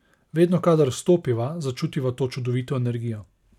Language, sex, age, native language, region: Slovenian, male, 30-49, Slovenian, Savinja region